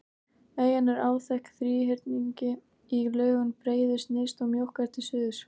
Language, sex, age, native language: Icelandic, female, 18-19, Icelandic